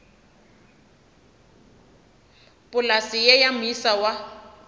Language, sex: Northern Sotho, female